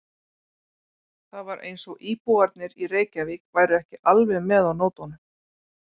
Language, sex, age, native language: Icelandic, female, 40-49, Icelandic